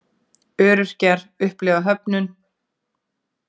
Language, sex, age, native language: Icelandic, female, 40-49, Icelandic